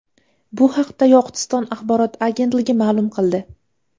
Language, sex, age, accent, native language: Uzbek, female, 18-24, Farg'ona, Uzbek